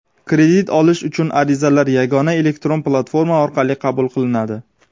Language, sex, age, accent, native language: Uzbek, male, 19-29, Sirdaryo, Uzbek